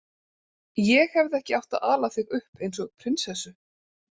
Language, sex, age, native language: Icelandic, female, 30-39, Icelandic